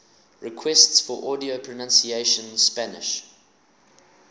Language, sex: English, male